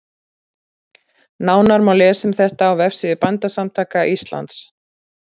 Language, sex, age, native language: Icelandic, female, 40-49, Icelandic